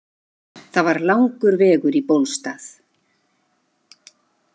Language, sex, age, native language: Icelandic, female, 50-59, Icelandic